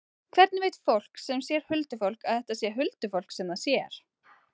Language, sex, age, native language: Icelandic, female, 30-39, Icelandic